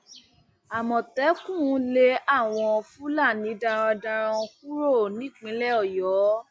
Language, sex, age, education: Yoruba, female, 30-45, tertiary